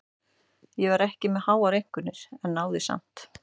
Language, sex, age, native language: Icelandic, male, 12, Icelandic